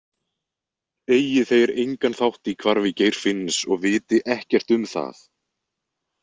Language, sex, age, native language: Icelandic, male, 20-29, Icelandic